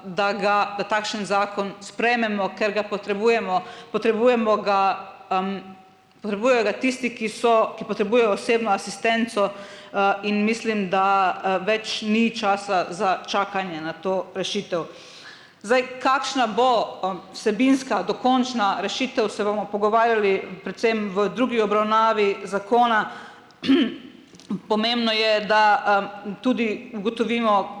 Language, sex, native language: Slovenian, female, Slovenian